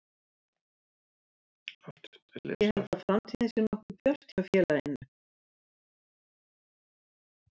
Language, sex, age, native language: Icelandic, female, 70-79, Icelandic